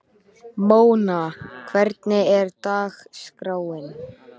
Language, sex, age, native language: Icelandic, male, 13, Icelandic